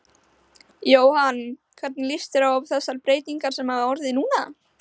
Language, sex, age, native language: Icelandic, male, 16, Icelandic